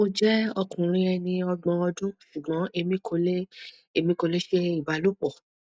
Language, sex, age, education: Yoruba, female, 30-45, tertiary